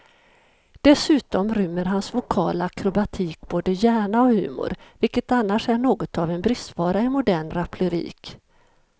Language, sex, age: Swedish, female, 51